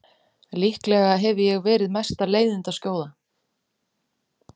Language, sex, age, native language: Icelandic, female, 30-39, Icelandic